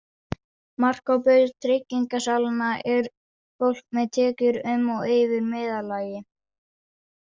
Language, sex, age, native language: Icelandic, female, 40-49, Danish